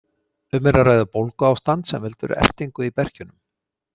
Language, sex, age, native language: Icelandic, male, 60-69, Icelandic